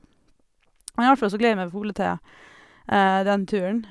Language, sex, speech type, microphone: Norwegian, female, spontaneous, Sennheiser